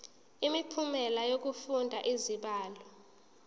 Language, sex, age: Zulu, female, 19